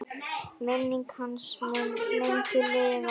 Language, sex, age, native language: Icelandic, female, 9, Icelandic